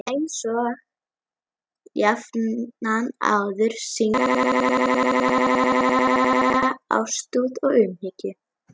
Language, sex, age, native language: Icelandic, female, 11, Icelandic